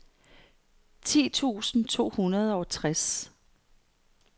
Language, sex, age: Danish, female, 55